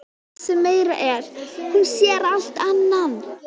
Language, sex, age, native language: Icelandic, female, 11, Icelandic